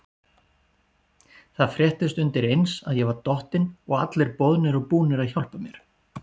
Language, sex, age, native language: Icelandic, male, 40-49, Icelandic